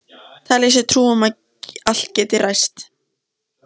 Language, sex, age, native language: Icelandic, female, 14, Icelandic